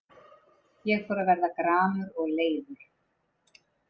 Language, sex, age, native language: Icelandic, female, 30-39, Icelandic